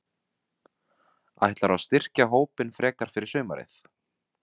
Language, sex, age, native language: Icelandic, male, 20-29, Vietnamese